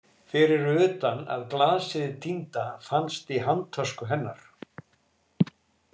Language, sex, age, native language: Icelandic, male, 60-69, Icelandic